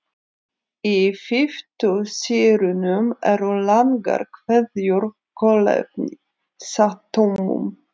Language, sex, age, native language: Icelandic, female, 30-39, Icelandic